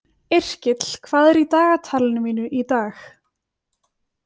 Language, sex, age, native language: Icelandic, female, 20-29, Icelandic